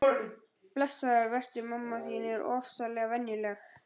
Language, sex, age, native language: Icelandic, male, 11, Icelandic